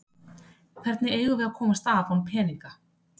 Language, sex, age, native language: Icelandic, female, 30-39, Icelandic